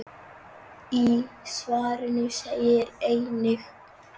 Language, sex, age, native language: Icelandic, male, 9, Icelandic